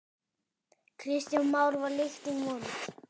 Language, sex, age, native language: Icelandic, male, 10, Icelandic